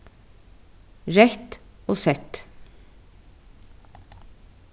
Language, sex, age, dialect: Faroese, female, 36-60, Suðurstreymoy